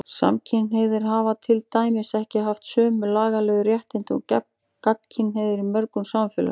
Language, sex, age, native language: Icelandic, female, 40-49, Icelandic